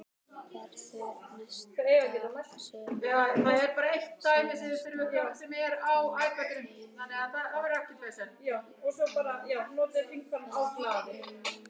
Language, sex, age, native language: Icelandic, female, 12, Icelandic